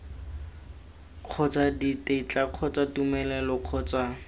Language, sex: Tswana, male